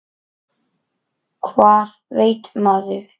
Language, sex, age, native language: Icelandic, male, 9, Icelandic